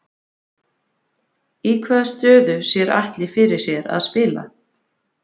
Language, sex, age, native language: Icelandic, female, 20-29, Icelandic